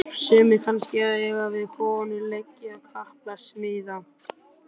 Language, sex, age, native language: Icelandic, male, 12, Icelandic